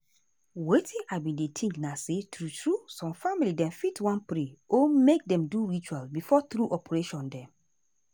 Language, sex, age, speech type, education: Nigerian Pidgin, female, 30-45, spontaneous, tertiary